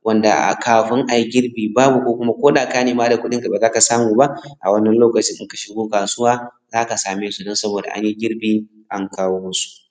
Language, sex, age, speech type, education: Hausa, male, 15-29, spontaneous, tertiary